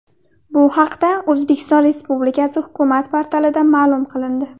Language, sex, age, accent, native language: Uzbek, female, 18-24, Qashqadaryo, Uzbek